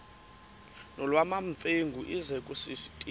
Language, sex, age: Xhosa, female, 28